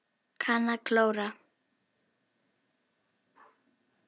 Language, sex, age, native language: Icelandic, female, 10, Icelandic